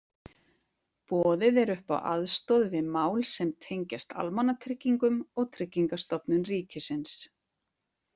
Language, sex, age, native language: Icelandic, female, 40-49, Icelandic